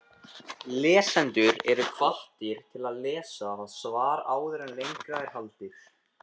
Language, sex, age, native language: Icelandic, female, 40-49, Icelandic